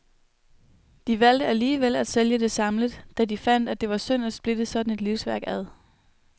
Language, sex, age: Danish, female, 21